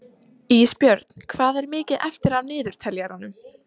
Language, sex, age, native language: Icelandic, female, 30-39, Icelandic